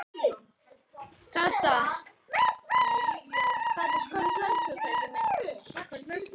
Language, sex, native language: Icelandic, other, Icelandic